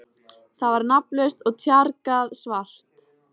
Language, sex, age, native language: Icelandic, female, 14, Icelandic